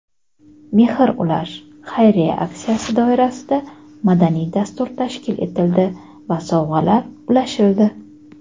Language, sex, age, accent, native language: Uzbek, female, 25-34, Toshkent shahri, Uzbek